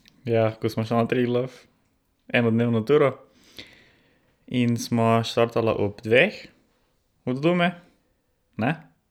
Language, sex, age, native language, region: Slovenian, male, 18-29, Slovenian, Drava region